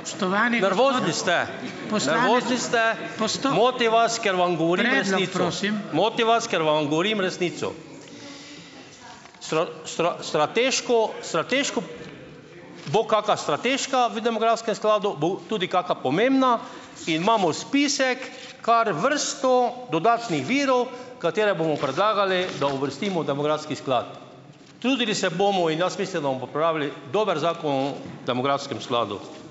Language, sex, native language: Slovenian, male, Slovenian